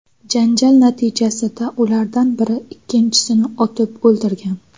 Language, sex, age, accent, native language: Uzbek, female, 19-29, Xorazm, Uzbek